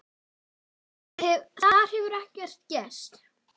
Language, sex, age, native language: Icelandic, female, 10, Icelandic